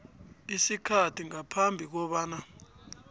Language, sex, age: South Ndebele, male, 29